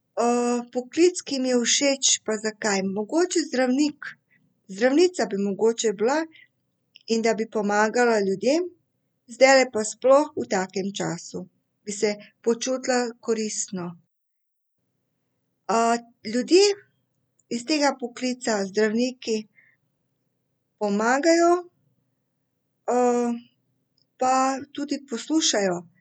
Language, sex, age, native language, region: Slovenian, female, 50-59, Serbian, Central Slovenia